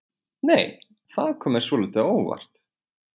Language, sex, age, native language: Icelandic, male, 20-29, Icelandic